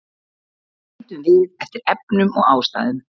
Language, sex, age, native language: Icelandic, female, 40-49, Icelandic